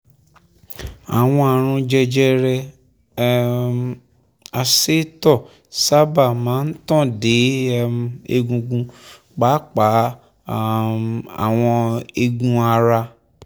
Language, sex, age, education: Yoruba, male, 30-45, tertiary